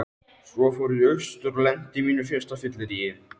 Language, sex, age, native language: Icelandic, male, 13, Icelandic